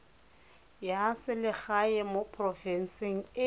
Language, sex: Tswana, female